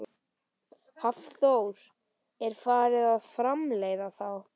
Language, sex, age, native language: Icelandic, male, 11, Icelandic